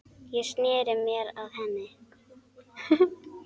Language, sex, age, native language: Icelandic, male, 10, Icelandic